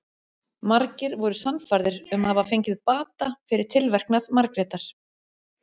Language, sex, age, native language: Icelandic, female, 40-49, Icelandic